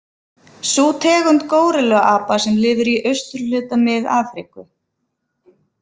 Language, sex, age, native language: Icelandic, female, 50-59, Icelandic